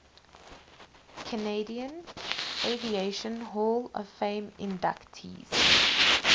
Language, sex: English, female